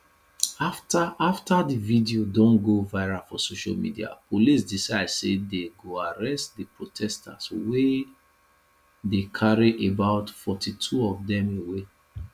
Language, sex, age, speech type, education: Nigerian Pidgin, male, 30-45, spontaneous, tertiary